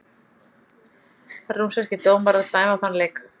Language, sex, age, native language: Icelandic, female, 40-49, Icelandic